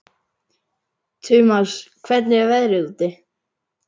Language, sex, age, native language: Icelandic, male, 11, Icelandic